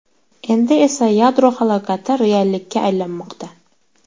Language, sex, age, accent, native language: Uzbek, female, 18-24, Sirdaryo, Uzbek